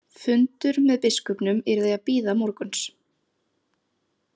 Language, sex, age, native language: Icelandic, female, 30-39, Icelandic